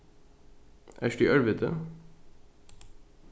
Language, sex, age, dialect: Faroese, male, 15-35, Norðuroyggjar